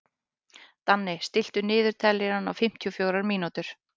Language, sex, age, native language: Icelandic, female, 18-19, Icelandic